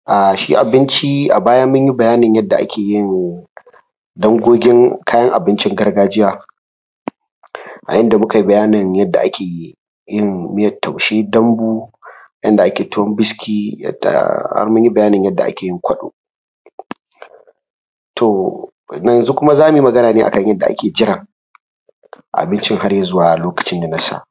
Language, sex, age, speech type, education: Hausa, male, 30-45, spontaneous, primary